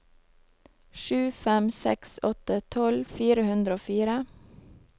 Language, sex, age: Norwegian, female, 23